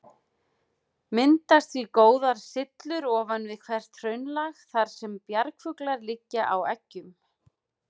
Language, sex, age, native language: Icelandic, female, 40-49, Icelandic